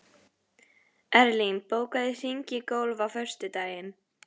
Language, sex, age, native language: Icelandic, female, 11, Icelandic